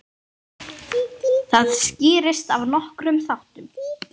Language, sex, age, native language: Icelandic, other, 10, Icelandic